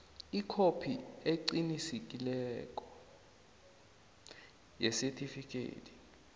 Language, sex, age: South Ndebele, male, 22